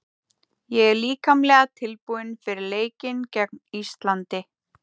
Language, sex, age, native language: Icelandic, female, 30-39, Icelandic